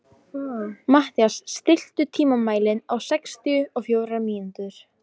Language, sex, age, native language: Icelandic, female, 15, Polish